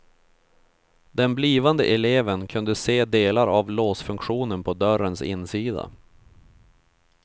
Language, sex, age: Swedish, male, 31